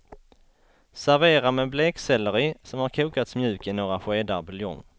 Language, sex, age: Swedish, male, 33